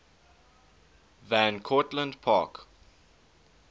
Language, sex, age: English, male, 19